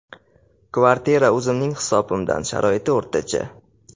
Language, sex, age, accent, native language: Uzbek, male, 18-24, Qashqadaryo, Uzbek